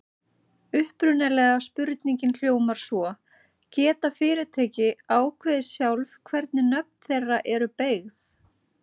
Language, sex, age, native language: Icelandic, female, 30-39, Icelandic